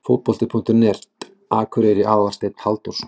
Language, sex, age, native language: Icelandic, male, 40-49, Icelandic